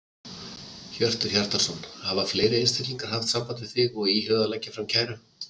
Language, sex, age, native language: Icelandic, male, 50-59, Icelandic